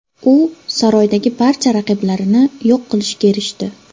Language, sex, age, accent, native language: Uzbek, female, 12-17, Farg'ona, Uzbek